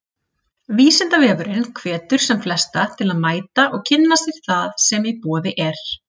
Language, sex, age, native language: Icelandic, female, 30-39, Icelandic